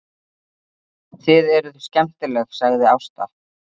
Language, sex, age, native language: Icelandic, female, 30-39, Icelandic